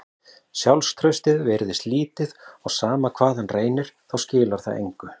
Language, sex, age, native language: Icelandic, male, 40-49, Icelandic